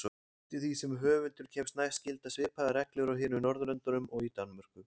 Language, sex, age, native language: Icelandic, male, 20-29, Icelandic